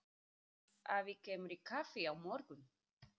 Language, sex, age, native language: Icelandic, female, 30-39, Icelandic